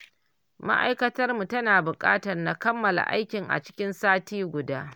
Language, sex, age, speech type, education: Hausa, female, 60+, read, primary